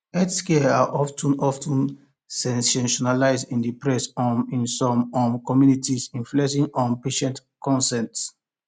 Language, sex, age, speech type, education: Nigerian Pidgin, male, 15-29, spontaneous, tertiary